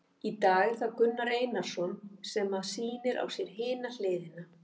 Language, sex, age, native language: Icelandic, female, 50-59, Icelandic